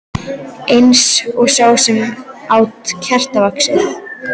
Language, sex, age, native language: Icelandic, female, 12, Icelandic